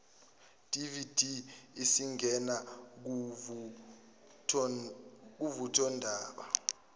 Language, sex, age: Zulu, male, 24